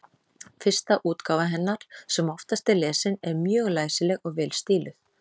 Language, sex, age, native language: Icelandic, female, 30-39, Icelandic